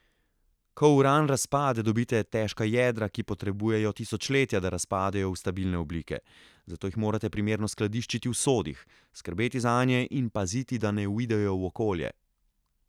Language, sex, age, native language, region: Slovenian, male, 30-49, Slovenian, Central Slovenia